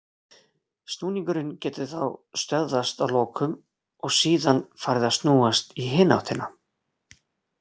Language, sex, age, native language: Icelandic, male, 40-49, Icelandic